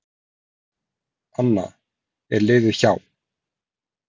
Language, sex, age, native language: Icelandic, male, 40-49, Icelandic